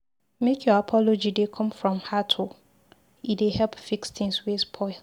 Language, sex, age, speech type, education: Nigerian Pidgin, female, 15-29, read, secondary